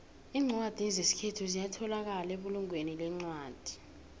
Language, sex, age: South Ndebele, female, 18